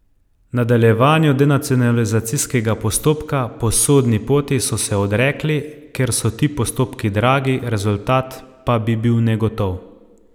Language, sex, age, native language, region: Slovenian, male, 30-49, Slovenian, Savinja region